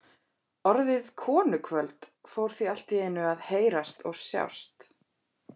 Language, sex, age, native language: Icelandic, female, 30-39, Icelandic